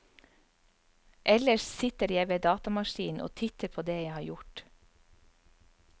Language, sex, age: Norwegian, female, 44